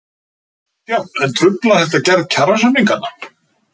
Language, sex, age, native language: Icelandic, male, 50-59, Icelandic